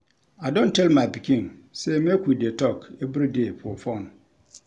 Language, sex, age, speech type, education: Nigerian Pidgin, male, 46-60, read, tertiary